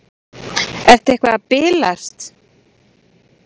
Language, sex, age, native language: Icelandic, female, 40-49, Icelandic